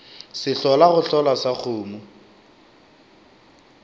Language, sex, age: Northern Sotho, male, 25